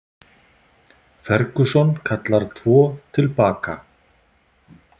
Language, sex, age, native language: Icelandic, male, 50-59, Icelandic